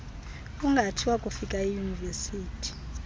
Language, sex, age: Xhosa, female, 32